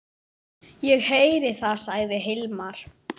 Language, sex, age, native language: Icelandic, female, 9, Icelandic